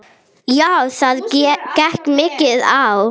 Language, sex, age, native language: Icelandic, female, 10, Arabic